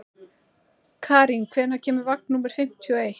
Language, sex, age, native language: Icelandic, female, 30-39, Icelandic